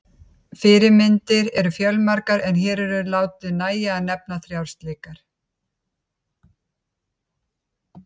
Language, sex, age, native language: Icelandic, female, 50-59, Icelandic